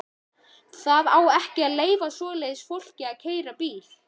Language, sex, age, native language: Icelandic, male, 13, Icelandic